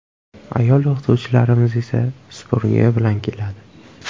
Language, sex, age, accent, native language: Uzbek, male, 18-24, Buxoro, Uzbek